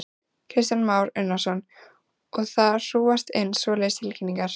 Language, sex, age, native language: Icelandic, female, 14, Icelandic